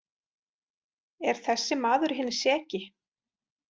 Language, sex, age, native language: Icelandic, female, 40-49, Icelandic